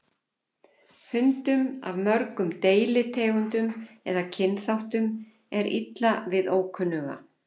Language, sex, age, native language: Icelandic, female, 40-49, Icelandic